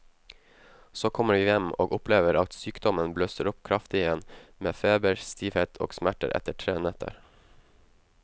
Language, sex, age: Norwegian, male, 19